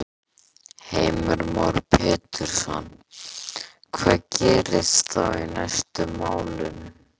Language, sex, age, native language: Icelandic, male, 13, Icelandic